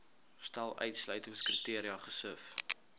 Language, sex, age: Afrikaans, male, 19